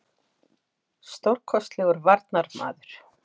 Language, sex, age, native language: Icelandic, female, 40-49, Icelandic